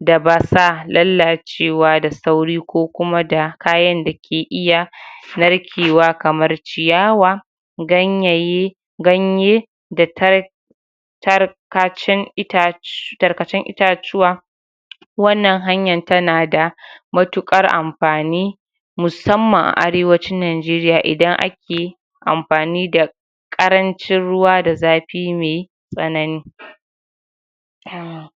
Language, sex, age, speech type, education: Hausa, female, 46-60, spontaneous, tertiary